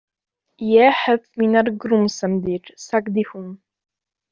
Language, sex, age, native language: Icelandic, female, 18-19, Icelandic